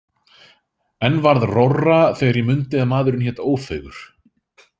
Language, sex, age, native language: Icelandic, male, 30-39, Icelandic